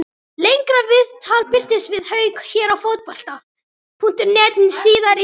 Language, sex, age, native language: Icelandic, male, 18-19, Icelandic